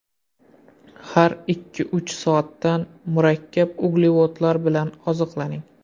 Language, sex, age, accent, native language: Uzbek, male, 25-34, Qoraqalpog'iston, Uzbek